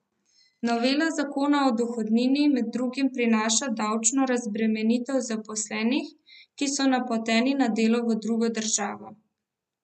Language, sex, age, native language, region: Slovenian, female, 18-29, Slovenian, Central Slovenia